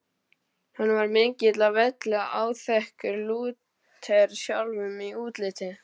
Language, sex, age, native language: Icelandic, male, 12, Icelandic